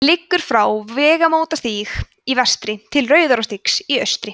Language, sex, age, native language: Icelandic, female, 20-29, Icelandic